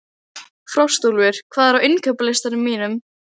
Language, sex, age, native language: Icelandic, female, 15, Icelandic